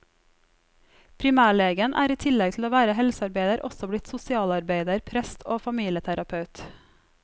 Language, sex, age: Norwegian, female, 34